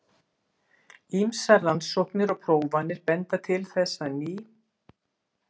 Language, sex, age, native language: Icelandic, female, 60-69, Icelandic